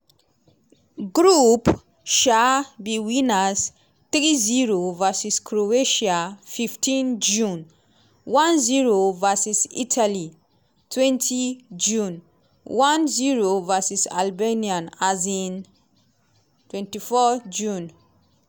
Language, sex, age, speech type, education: Nigerian Pidgin, female, 30-45, spontaneous, tertiary